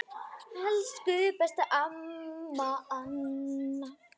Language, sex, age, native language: Icelandic, female, 10, Icelandic